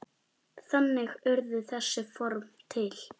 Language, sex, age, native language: Icelandic, female, 8, Icelandic